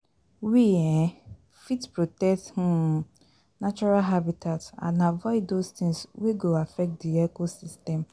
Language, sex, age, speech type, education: Nigerian Pidgin, female, 30-45, spontaneous, tertiary